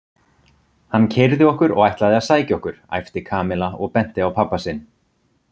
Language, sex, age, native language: Icelandic, male, 30-39, Icelandic